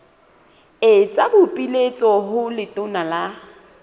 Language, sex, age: Southern Sotho, female, 27